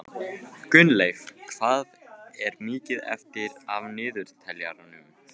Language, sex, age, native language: Icelandic, male, 15, Icelandic